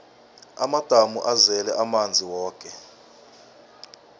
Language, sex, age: South Ndebele, male, 24